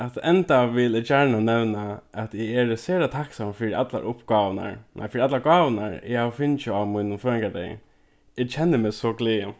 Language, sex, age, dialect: Faroese, male, 15-35, Norðurstreymoy/Eysturoy